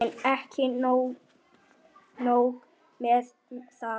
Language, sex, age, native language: Icelandic, male, 8, Icelandic